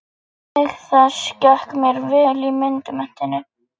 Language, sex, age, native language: Icelandic, male, 11, Icelandic